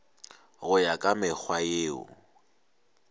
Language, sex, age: Northern Sotho, male, 23